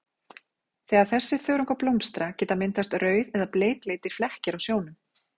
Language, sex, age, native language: Icelandic, female, 40-49, Icelandic